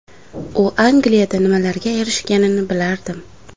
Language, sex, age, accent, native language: Uzbek, female, under 19, Samarqand, Uzbek